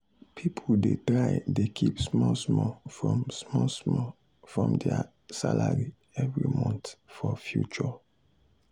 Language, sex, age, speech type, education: Nigerian Pidgin, male, 30-45, spontaneous, secondary